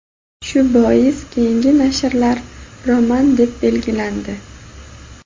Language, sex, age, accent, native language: Uzbek, female, 19-29, Buxoro, Uzbek